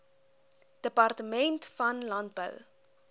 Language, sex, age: Afrikaans, female, 20